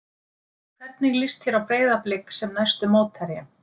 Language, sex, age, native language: Icelandic, female, 50-59, Icelandic